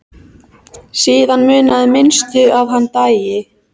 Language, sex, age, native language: Icelandic, female, 14, Icelandic